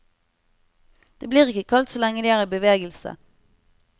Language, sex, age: Norwegian, female, 25